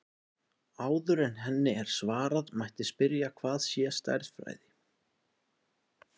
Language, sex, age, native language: Icelandic, male, 20-29, Icelandic